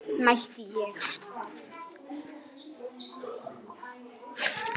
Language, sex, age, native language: Icelandic, male, 10, Icelandic